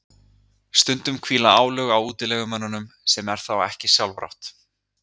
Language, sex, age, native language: Icelandic, male, 30-39, Icelandic